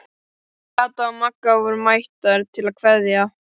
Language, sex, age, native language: Icelandic, female, 12, Icelandic